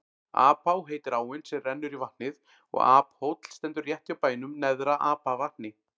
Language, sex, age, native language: Icelandic, male, 40-49, Icelandic